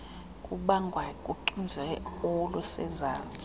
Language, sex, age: Xhosa, female, 35